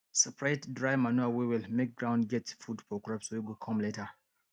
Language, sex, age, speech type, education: Nigerian Pidgin, male, 15-29, spontaneous, tertiary